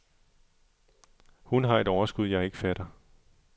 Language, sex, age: Danish, male, 37